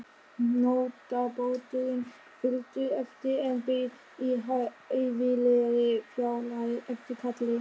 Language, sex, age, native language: Icelandic, male, 13, German